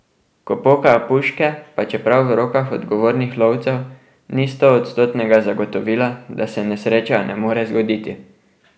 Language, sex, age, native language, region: Slovenian, male, 12-17, Slovenian, Drava region